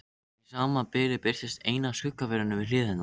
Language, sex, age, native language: Icelandic, other, 13, Icelandic